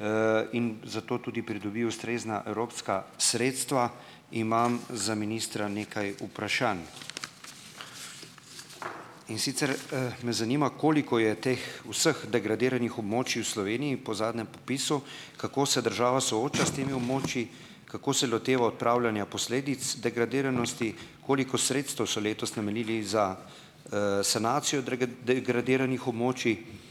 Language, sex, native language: Slovenian, male, Slovenian